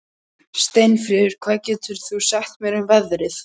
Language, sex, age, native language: Icelandic, female, 13, Polish